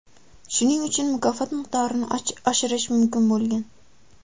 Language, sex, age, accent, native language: Uzbek, female, 19-29, Samarqand, Uzbek